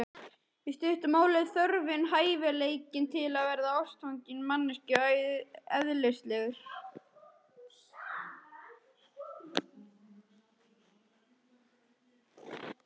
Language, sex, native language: Icelandic, male, Icelandic